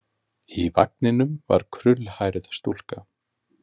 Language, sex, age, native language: Icelandic, male, 50-59, Icelandic